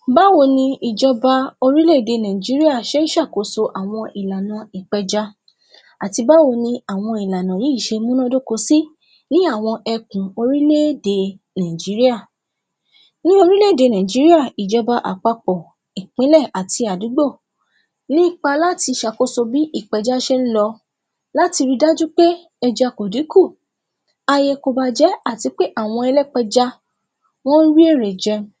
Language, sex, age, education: Yoruba, female, 15-29, tertiary